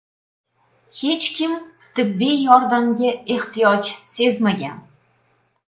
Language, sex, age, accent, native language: Uzbek, female, 35+, Toshkent shahri, Uzbek